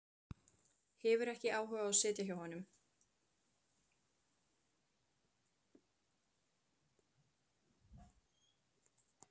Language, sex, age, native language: Icelandic, female, 15, Icelandic